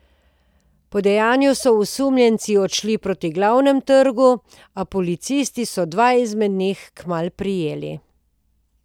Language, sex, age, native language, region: Slovenian, female, 50-59, Slovenian, Posavska region